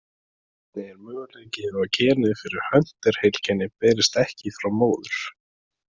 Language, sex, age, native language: Icelandic, male, 20-29, Icelandic